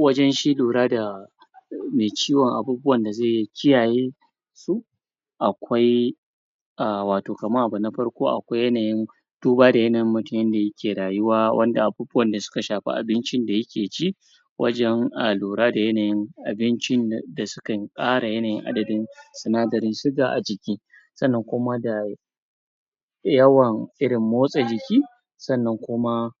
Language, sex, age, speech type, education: Hausa, male, 30-45, spontaneous, tertiary